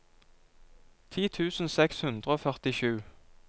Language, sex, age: Norwegian, male, 22